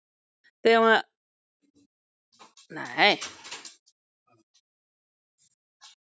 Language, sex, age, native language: Icelandic, female, 40-49, Icelandic